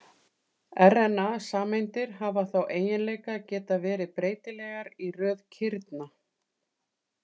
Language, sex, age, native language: Icelandic, female, 40-49, Icelandic